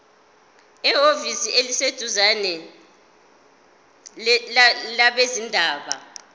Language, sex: Zulu, female